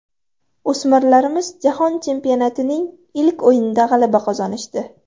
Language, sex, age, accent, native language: Uzbek, female, 12-17, Farg'ona, Uzbek